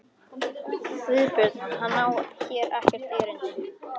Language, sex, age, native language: Icelandic, male, 13, Icelandic